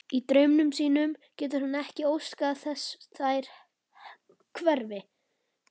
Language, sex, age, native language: Icelandic, male, 11, Icelandic